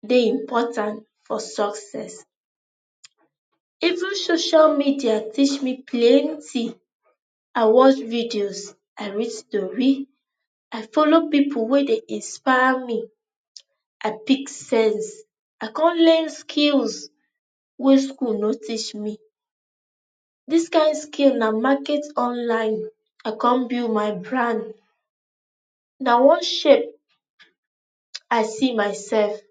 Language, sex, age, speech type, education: Nigerian Pidgin, female, 15-29, spontaneous, tertiary